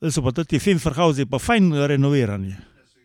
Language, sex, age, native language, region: Slovenian, male, 60+, Slovenian, Carinthia region